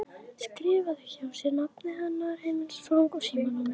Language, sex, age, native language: Icelandic, female, 11, Icelandic